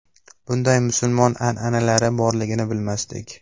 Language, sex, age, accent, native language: Uzbek, male, 19-29, Namangan, Uzbek